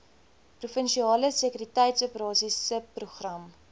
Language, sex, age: Afrikaans, female, 20